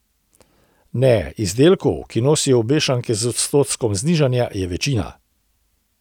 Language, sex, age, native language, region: Slovenian, male, 60+, Slovenian, Central Slovenia